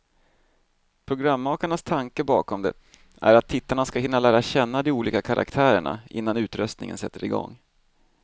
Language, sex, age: Swedish, male, 38